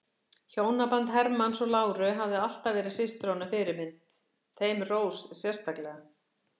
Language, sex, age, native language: Icelandic, female, 60-69, Icelandic